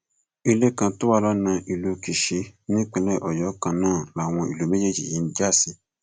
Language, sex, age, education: Yoruba, male, 15-29, tertiary